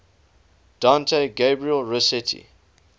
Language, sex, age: English, male, 19